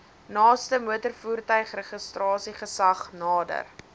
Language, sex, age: Afrikaans, female, 19